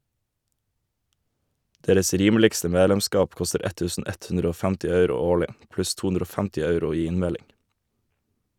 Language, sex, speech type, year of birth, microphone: Norwegian, male, read, 1991, Shure